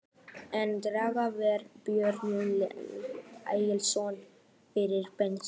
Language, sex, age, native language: Icelandic, male, 12, Icelandic